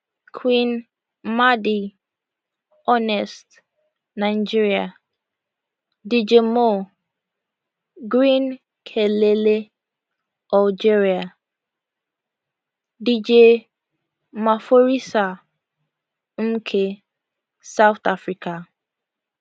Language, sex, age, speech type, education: Nigerian Pidgin, female, 15-29, spontaneous, tertiary